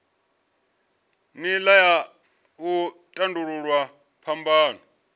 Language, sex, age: Venda, male, 34